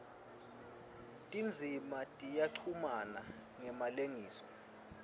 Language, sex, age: Swati, male, 23